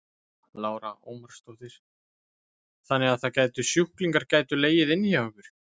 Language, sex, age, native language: Icelandic, male, 20-29, Icelandic